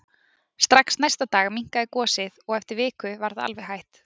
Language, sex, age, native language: Icelandic, female, 20-29, Icelandic